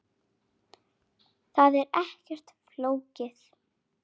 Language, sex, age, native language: Icelandic, female, 9, Icelandic